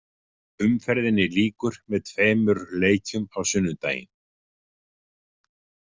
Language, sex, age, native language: Icelandic, male, 50-59, Icelandic